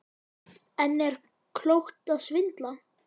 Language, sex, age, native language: Icelandic, male, 9, Icelandic